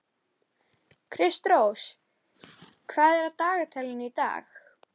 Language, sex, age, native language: Icelandic, female, 11, Icelandic